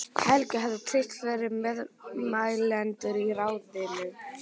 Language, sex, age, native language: Icelandic, female, 12, Icelandic